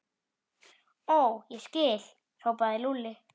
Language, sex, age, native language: Icelandic, female, 7, Icelandic